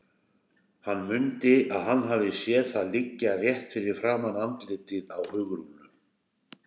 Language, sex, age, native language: Icelandic, male, 60-69, Icelandic